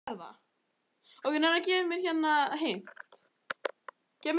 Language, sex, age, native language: Icelandic, female, 18-19, Icelandic